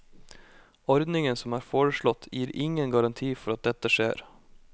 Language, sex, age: Norwegian, male, 25